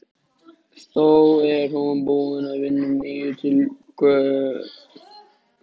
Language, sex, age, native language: Icelandic, male, 13, Icelandic